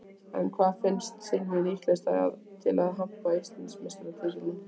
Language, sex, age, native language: Icelandic, female, 15, Icelandic